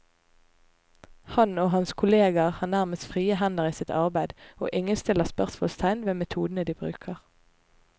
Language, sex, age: Norwegian, female, 25